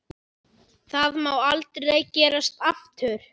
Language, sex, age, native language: Icelandic, male, 9, Icelandic